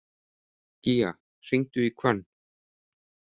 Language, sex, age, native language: Icelandic, male, 30-39, Icelandic